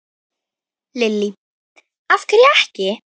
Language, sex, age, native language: Icelandic, female, 9, Icelandic